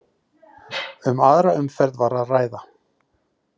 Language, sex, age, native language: Icelandic, male, 40-49, Icelandic